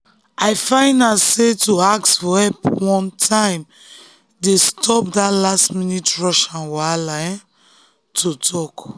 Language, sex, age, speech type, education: Nigerian Pidgin, female, 15-29, spontaneous, tertiary